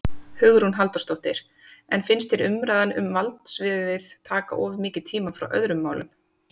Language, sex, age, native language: Icelandic, female, 30-39, Icelandic